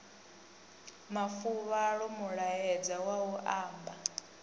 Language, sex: Venda, female